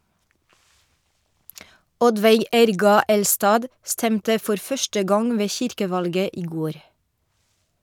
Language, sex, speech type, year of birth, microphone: Norwegian, female, read, 1971, Shure